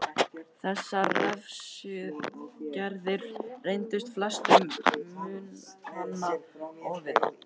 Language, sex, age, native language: Icelandic, male, 13, Icelandic